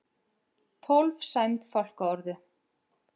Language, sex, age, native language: Icelandic, female, 50-59, Icelandic